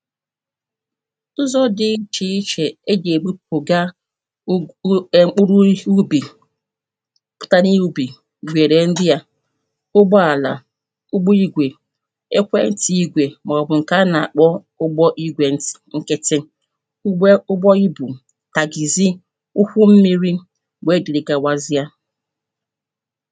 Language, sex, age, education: Igbo, female, 30-45, primary